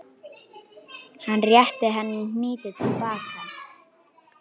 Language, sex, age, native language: Icelandic, female, 11, Icelandic